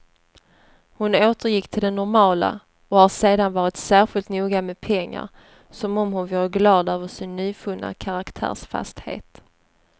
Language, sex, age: Swedish, female, 30